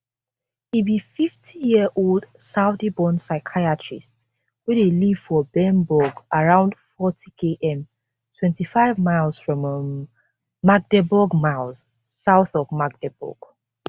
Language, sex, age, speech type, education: Nigerian Pidgin, female, 15-29, spontaneous, tertiary